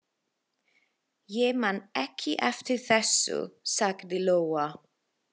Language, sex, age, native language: Icelandic, female, 20-29, Italian